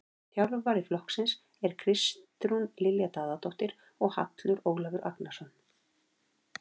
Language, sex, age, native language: Icelandic, female, 40-49, Icelandic